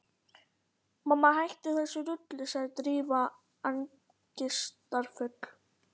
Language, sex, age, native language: Icelandic, female, 11, Icelandic